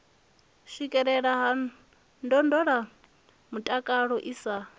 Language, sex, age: Venda, female, 25